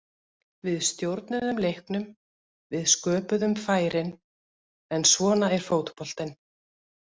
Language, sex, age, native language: Icelandic, female, 50-59, Icelandic